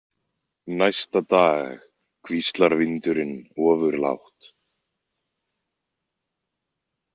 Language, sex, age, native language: Icelandic, male, 20-29, Icelandic